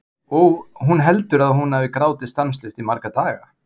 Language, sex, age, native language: Icelandic, male, 40-49, Icelandic